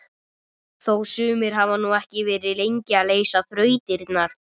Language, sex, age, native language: Icelandic, male, 30-39, Icelandic